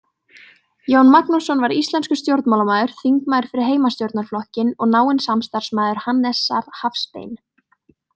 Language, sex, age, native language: Icelandic, female, 18-19, Icelandic